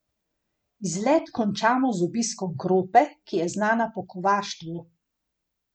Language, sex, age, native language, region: Slovenian, female, 50-59, Slovenian, Gorenjska region